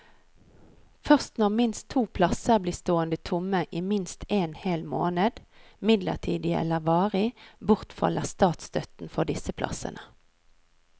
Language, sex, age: Norwegian, female, 39